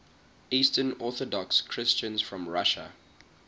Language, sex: English, male